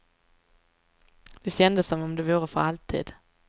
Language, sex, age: Swedish, female, 23